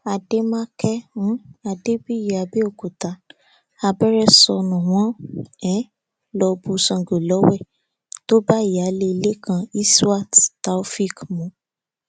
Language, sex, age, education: Yoruba, female, 15-29, tertiary